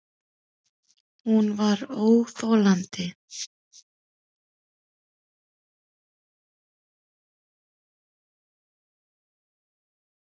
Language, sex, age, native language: Icelandic, female, 30-39, Icelandic